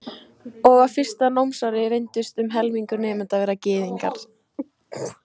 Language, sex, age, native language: Icelandic, female, 14, Icelandic